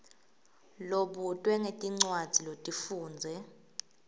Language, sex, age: Swati, female, 18